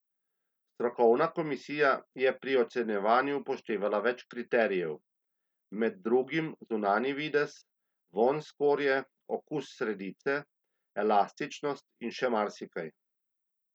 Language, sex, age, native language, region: Slovenian, male, 30-49, Slovenian, Central Slovenia